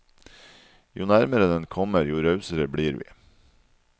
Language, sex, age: Norwegian, male, 37